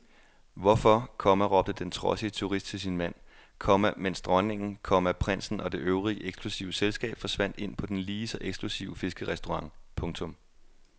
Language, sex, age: Danish, male, 28